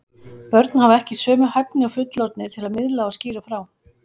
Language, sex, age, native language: Icelandic, female, 40-49, Icelandic